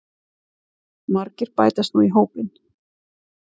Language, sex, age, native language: Icelandic, female, 40-49, Icelandic